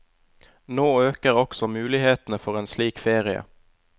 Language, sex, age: Norwegian, male, 20